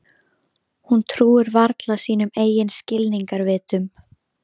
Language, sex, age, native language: Icelandic, female, 13, Icelandic